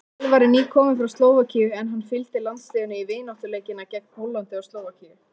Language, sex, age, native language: Icelandic, female, 18-19, Icelandic